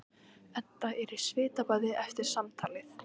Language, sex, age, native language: Icelandic, female, 14, Icelandic